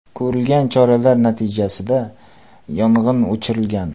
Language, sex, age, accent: Uzbek, male, 25-34, Qoraqalpog'iston